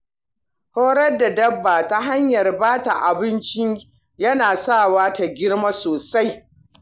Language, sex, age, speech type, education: Hausa, female, 60+, read, primary